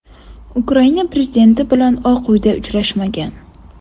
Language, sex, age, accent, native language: Uzbek, female, 18-24, Andijon, Uzbek